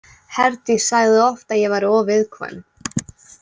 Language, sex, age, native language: Icelandic, female, 18-19, Icelandic